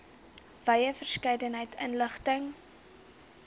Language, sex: Afrikaans, female